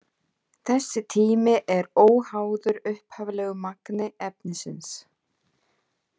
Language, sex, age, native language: Icelandic, female, 30-39, Icelandic